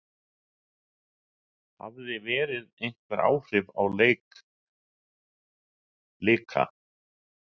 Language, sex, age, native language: Icelandic, male, 60-69, Icelandic